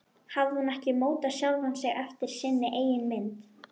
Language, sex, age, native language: Icelandic, female, 12, Icelandic